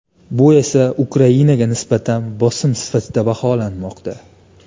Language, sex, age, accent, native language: Uzbek, male, 18-24, Namangan, Uzbek